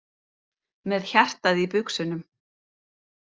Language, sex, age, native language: Icelandic, female, 30-39, Icelandic